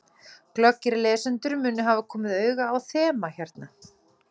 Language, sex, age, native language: Icelandic, female, 40-49, Icelandic